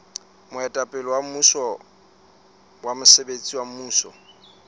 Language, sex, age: Southern Sotho, male, 35